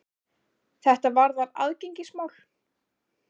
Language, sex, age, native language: Icelandic, female, 20-29, Icelandic